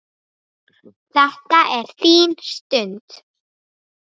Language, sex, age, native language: Icelandic, female, 9, Icelandic